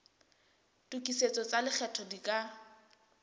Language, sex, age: Southern Sotho, female, 23